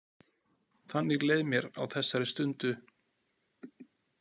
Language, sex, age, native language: Icelandic, male, 40-49, Icelandic